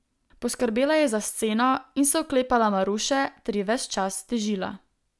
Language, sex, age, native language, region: Slovenian, female, 18-29, Slovenian, Southeast Slovenia